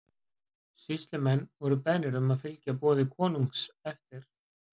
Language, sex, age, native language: Icelandic, male, 40-49, Icelandic